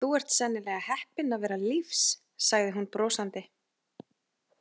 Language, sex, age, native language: Icelandic, female, 30-39, Icelandic